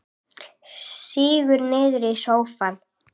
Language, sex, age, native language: Icelandic, female, 8, Icelandic